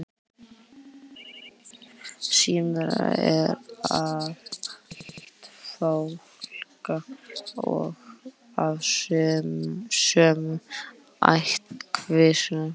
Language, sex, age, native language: Icelandic, female, 18-19, Icelandic